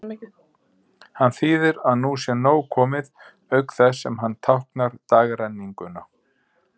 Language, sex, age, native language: Icelandic, male, 50-59, Icelandic